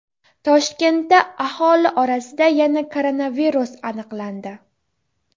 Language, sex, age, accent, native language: Uzbek, female, 12-17, Jizzax, Uzbek